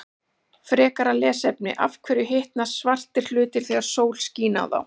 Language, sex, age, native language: Icelandic, female, 40-49, Icelandic